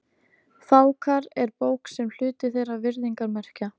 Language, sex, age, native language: Icelandic, female, 13, Icelandic